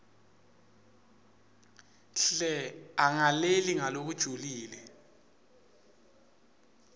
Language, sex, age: Swati, male, 24